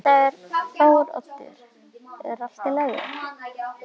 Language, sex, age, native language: Icelandic, female, 11, Icelandic